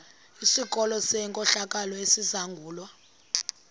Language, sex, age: Xhosa, female, 20